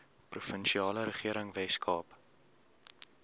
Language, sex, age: Afrikaans, male, 18